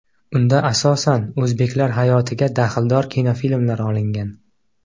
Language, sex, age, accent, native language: Uzbek, male, 18-24, Qashqadaryo, Uzbek